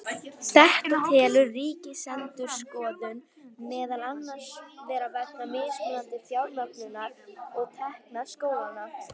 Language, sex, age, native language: Icelandic, female, 18-19, Icelandic